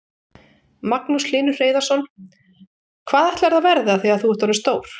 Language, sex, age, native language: Icelandic, female, 40-49, Icelandic